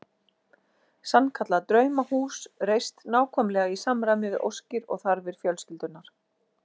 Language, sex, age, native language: Icelandic, female, 40-49, Icelandic